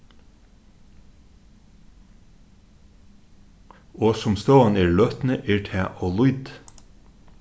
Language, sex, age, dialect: Faroese, male, 36-60, Suðurstreymoy